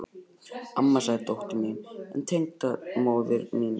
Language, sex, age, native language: Icelandic, male, 11, Icelandic